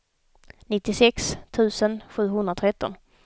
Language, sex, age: Swedish, female, 32